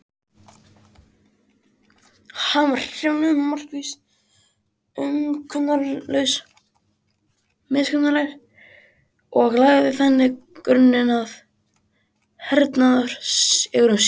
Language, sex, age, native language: Icelandic, male, 20-29, Icelandic